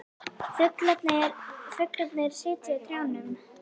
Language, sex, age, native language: Icelandic, female, 11, Icelandic